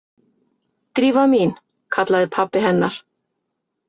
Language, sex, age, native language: Icelandic, female, 50-59, Icelandic